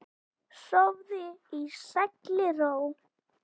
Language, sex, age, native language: Icelandic, female, 10, Icelandic